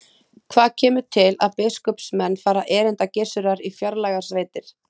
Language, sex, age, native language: Icelandic, female, 30-39, Icelandic